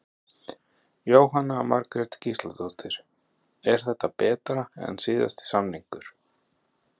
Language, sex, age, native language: Icelandic, male, 30-39, Icelandic